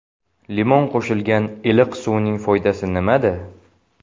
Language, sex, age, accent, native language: Uzbek, male, 18-24, Samarqand, Uzbek